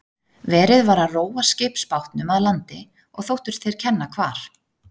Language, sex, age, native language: Icelandic, female, 30-39, Icelandic